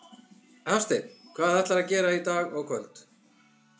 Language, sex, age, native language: Icelandic, male, 50-59, Icelandic